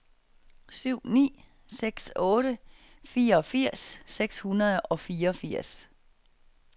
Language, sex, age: Danish, female, 49